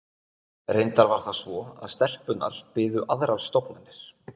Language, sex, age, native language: Icelandic, male, 20-29, Icelandic